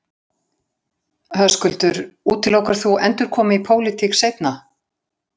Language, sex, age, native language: Icelandic, female, 60-69, Icelandic